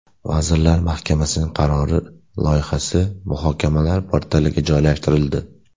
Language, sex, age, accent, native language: Uzbek, male, 18-24, Namangan, Uzbek